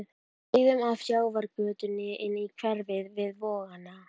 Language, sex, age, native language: Icelandic, female, 12, Icelandic